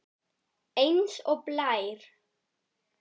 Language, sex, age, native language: Icelandic, female, 9, Icelandic